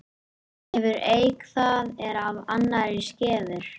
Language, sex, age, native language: Icelandic, male, 18-19, Icelandic